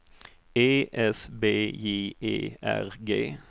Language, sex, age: Swedish, male, 38